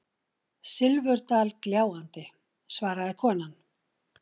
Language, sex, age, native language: Icelandic, female, 60-69, Icelandic